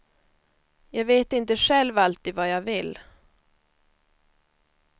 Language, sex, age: Swedish, female, 21